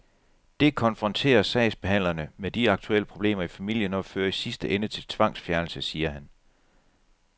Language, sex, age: Danish, male, 37